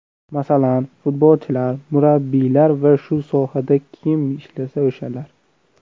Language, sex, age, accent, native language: Uzbek, male, under 19, Namangan, Uzbek